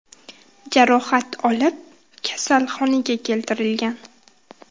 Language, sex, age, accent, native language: Uzbek, female, 19-29, Qashqadaryo, Uzbek